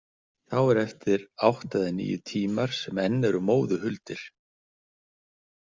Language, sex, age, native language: Icelandic, male, 60-69, Icelandic